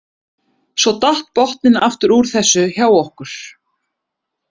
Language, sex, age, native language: Icelandic, female, 30-39, Icelandic